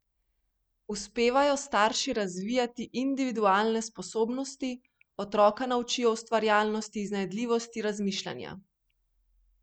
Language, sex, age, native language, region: Slovenian, female, 30-49, Slovenian, Primorsko-notranjska region